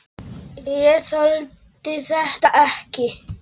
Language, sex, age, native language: Icelandic, male, 10, Polish